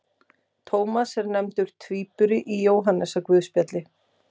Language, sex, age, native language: Icelandic, female, 30-39, Icelandic